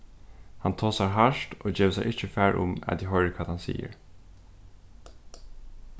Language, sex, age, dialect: Faroese, male, 15-35, Suðurstreymoy